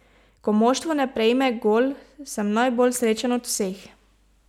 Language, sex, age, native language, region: Slovenian, female, 18-29, Slovenian, Pomurje region